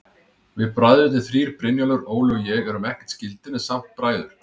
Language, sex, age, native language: Icelandic, male, 30-39, Icelandic